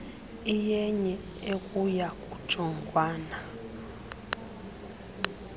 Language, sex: Xhosa, female